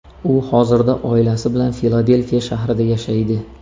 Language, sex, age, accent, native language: Uzbek, male, 25-34, Samarqand, Uzbek